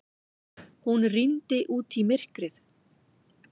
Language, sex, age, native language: Icelandic, female, 40-49, Icelandic